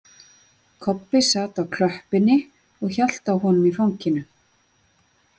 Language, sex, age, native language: Icelandic, female, 40-49, Icelandic